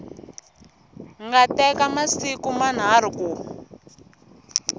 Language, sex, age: Tsonga, female, 20